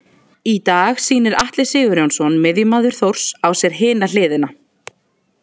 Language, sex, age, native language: Icelandic, female, 20-29, Icelandic